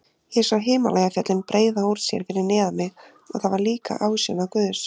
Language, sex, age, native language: Icelandic, female, 30-39, Icelandic